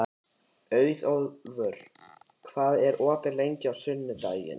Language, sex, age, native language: Icelandic, male, 13, Icelandic